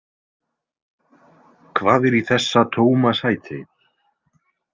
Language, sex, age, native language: Icelandic, male, 20-29, Icelandic